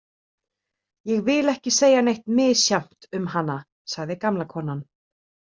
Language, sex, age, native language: Icelandic, female, 30-39, Icelandic